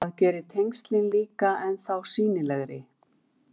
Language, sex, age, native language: Icelandic, female, 40-49, Icelandic